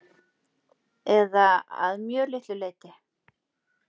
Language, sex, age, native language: Icelandic, female, 40-49, Icelandic